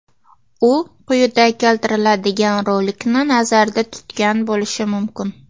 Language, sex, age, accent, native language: Uzbek, female, 19-29, Farg'ona, Uzbek